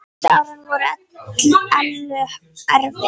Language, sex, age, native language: Icelandic, female, 8, Icelandic